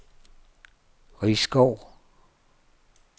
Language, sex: Danish, male